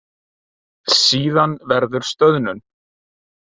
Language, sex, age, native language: Icelandic, male, 30-39, Icelandic